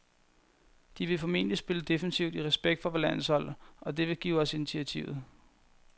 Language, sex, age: Danish, male, 21